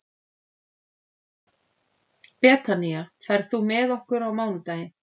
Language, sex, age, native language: Icelandic, female, 30-39, Icelandic